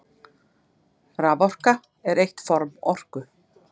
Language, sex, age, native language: Icelandic, female, 50-59, Icelandic